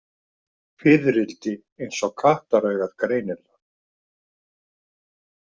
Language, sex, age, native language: Icelandic, male, 50-59, Icelandic